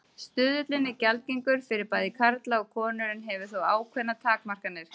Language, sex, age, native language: Icelandic, female, 30-39, Icelandic